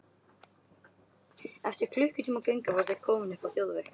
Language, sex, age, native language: Icelandic, male, 13, Icelandic